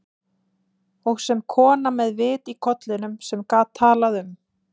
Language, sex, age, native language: Icelandic, female, 20-29, Icelandic